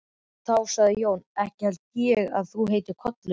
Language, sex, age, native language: Icelandic, male, 12, Icelandic